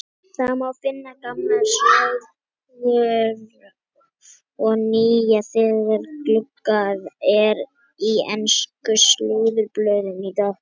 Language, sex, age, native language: Icelandic, male, 50-59, Icelandic